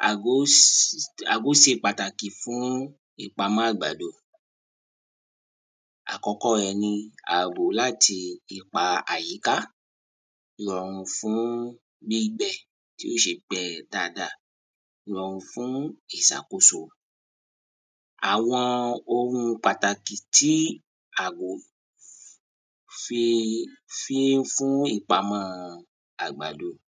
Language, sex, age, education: Yoruba, male, 30-45, tertiary